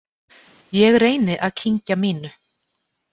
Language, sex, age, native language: Icelandic, female, 40-49, Icelandic